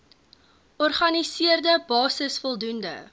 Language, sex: Afrikaans, female